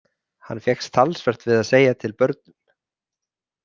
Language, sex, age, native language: Icelandic, male, 30-39, Icelandic